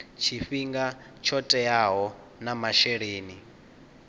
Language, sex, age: Venda, male, 19